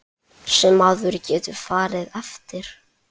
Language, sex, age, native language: Icelandic, male, 8, Icelandic